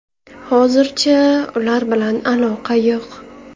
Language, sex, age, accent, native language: Uzbek, female, 18-24, Navoiy, Uzbek